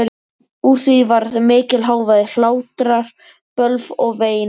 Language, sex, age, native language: Icelandic, male, 13, Icelandic